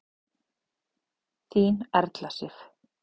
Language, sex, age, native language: Icelandic, female, 30-39, Icelandic